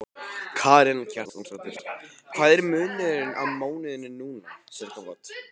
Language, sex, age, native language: Icelandic, male, 15, Icelandic